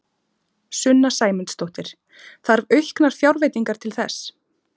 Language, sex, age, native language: Icelandic, female, 30-39, Icelandic